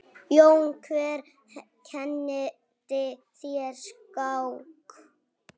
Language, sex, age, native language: Icelandic, female, 9, Icelandic